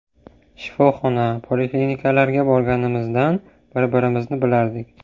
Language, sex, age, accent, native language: Uzbek, male, 18-24, Samarqand, Uzbek